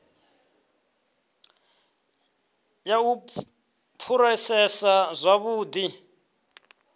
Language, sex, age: Venda, male, 23